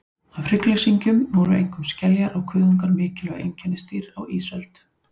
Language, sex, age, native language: Icelandic, female, 40-49, Icelandic